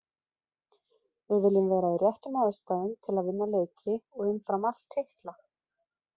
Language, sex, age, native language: Icelandic, female, 20-29, Icelandic